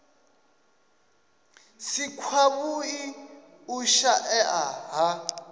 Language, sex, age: Venda, male, 27